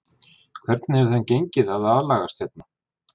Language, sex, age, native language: Icelandic, male, 40-49, Icelandic